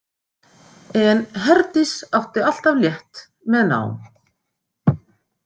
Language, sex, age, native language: Icelandic, female, 50-59, Icelandic